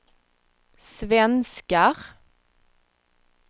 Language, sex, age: Swedish, female, 36